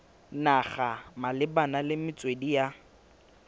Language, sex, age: Tswana, male, 20